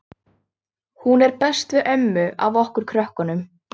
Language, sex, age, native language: Icelandic, female, 13, Icelandic